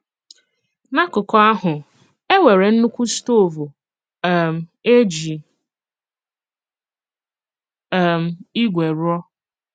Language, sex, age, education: Igbo, female, 15-29, secondary